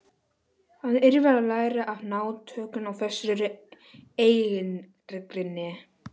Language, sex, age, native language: Icelandic, male, 11, Polish